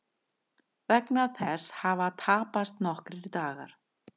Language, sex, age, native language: Icelandic, female, 50-59, Icelandic